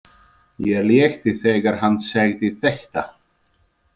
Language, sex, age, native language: Icelandic, male, 30-39, Icelandic